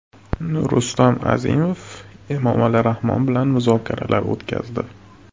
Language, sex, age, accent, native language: Uzbek, male, 25-34, Farg'ona, Uzbek